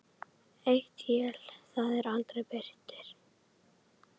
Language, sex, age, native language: Icelandic, female, 30-39, Icelandic